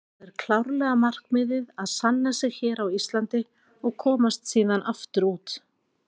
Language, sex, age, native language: Icelandic, female, 40-49, Icelandic